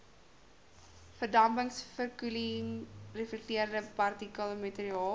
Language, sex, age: Afrikaans, female, 18